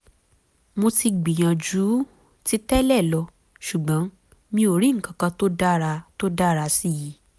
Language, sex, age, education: Yoruba, female, 15-29, tertiary